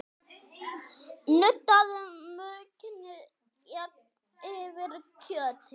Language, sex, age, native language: Icelandic, female, 9, Icelandic